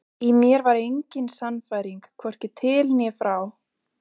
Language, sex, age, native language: Icelandic, female, 20-29, Icelandic